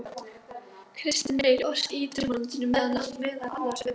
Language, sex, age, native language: Icelandic, female, 12, Icelandic